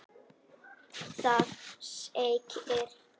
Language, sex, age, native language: Icelandic, female, 6, Icelandic